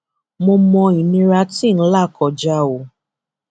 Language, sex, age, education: Yoruba, female, 15-29, tertiary